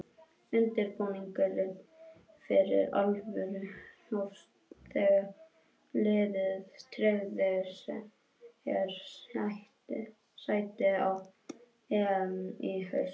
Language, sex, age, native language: Icelandic, male, 21, Icelandic